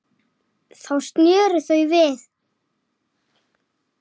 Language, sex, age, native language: Icelandic, male, 7, Icelandic